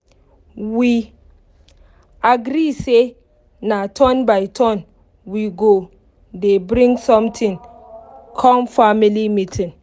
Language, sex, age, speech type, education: Nigerian Pidgin, female, 15-29, spontaneous, tertiary